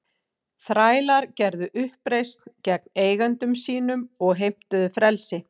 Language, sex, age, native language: Icelandic, female, 40-49, Icelandic